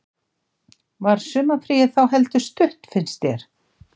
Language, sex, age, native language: Icelandic, female, 60-69, Icelandic